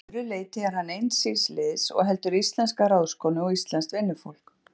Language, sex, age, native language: Icelandic, female, 40-49, Icelandic